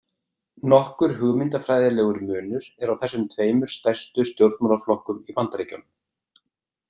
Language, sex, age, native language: Icelandic, male, 30-39, Icelandic